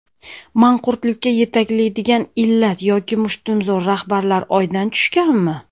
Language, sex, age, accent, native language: Uzbek, female, 30-39, Andijon, Uzbek